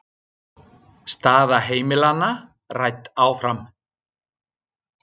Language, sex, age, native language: Icelandic, male, 60-69, Icelandic